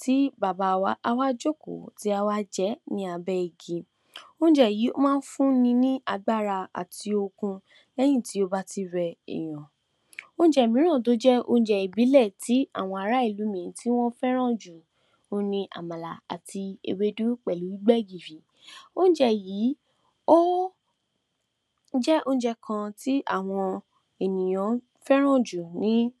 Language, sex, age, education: Yoruba, female, 46-60, tertiary